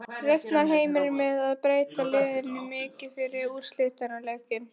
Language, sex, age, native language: Icelandic, female, 12, Icelandic